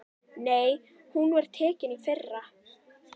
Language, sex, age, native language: Icelandic, female, 11, Icelandic